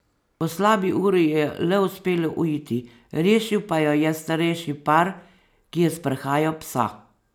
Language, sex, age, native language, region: Slovenian, female, 50-59, Slovenian, Savinja region